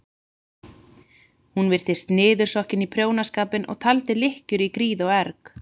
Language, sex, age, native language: Icelandic, female, 30-39, Icelandic